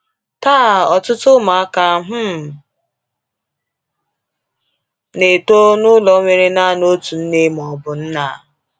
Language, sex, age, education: Igbo, female, 15-29, tertiary